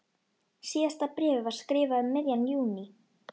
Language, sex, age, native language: Icelandic, female, 12, Icelandic